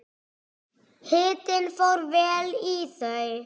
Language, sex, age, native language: Icelandic, male, 6, Icelandic